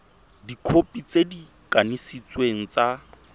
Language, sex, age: Tswana, male, 23